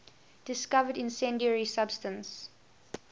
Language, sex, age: English, female, 18